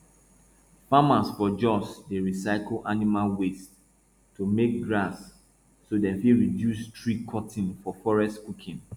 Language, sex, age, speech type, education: Nigerian Pidgin, male, 30-45, spontaneous, tertiary